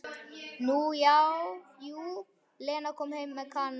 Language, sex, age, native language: Icelandic, male, 11, Icelandic